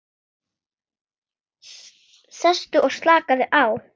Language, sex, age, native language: Icelandic, female, 8, Icelandic